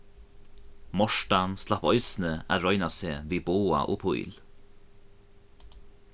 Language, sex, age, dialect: Faroese, male, 15-35, Norðuroyggjar